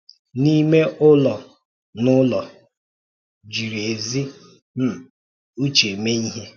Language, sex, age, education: Igbo, male, 30-45, tertiary